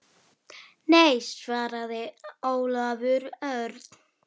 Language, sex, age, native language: Icelandic, female, 9, Icelandic